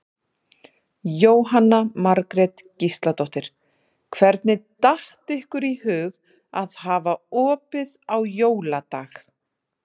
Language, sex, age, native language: Icelandic, female, 30-39, Icelandic